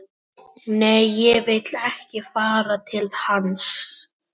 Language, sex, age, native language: Icelandic, female, 18-19, Icelandic